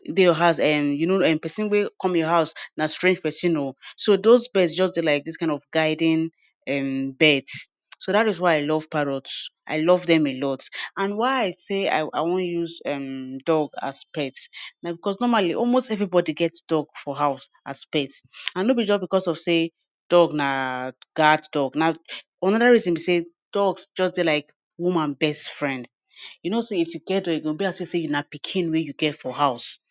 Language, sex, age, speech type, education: Nigerian Pidgin, female, 15-29, spontaneous, tertiary